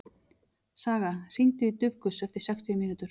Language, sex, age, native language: Icelandic, female, 40-49, Icelandic